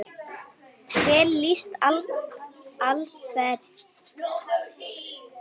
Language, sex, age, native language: Icelandic, female, 10, Icelandic